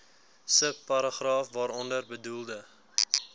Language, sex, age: Afrikaans, male, 19